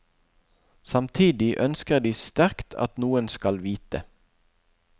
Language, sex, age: Norwegian, male, 41